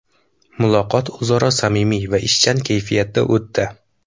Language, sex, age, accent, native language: Uzbek, male, 18-24, Samarqand, Uzbek